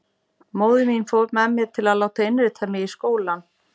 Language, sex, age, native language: Icelandic, female, 40-49, Icelandic